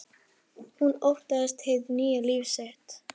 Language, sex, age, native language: Icelandic, female, 11, Icelandic